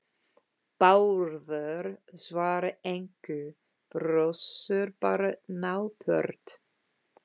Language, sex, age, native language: Icelandic, female, 50-59, English